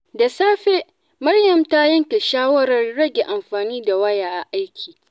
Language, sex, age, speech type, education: Hausa, female, 15-29, spontaneous, tertiary